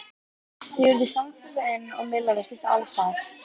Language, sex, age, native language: Icelandic, female, 11, Icelandic